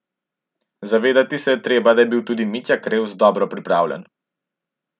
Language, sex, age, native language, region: Slovenian, male, 18-29, Slovenian, Central Slovenia